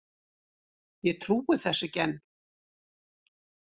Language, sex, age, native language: Icelandic, female, 60-69, Icelandic